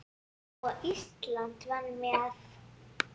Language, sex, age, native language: Icelandic, female, 7, Icelandic